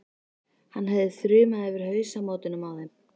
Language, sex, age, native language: Icelandic, female, 13, Icelandic